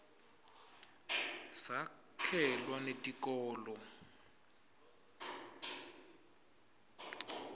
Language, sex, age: Swati, male, 25